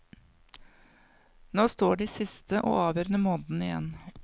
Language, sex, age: Norwegian, female, 55